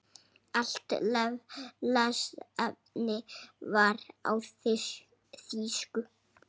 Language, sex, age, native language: Icelandic, male, 6, Icelandic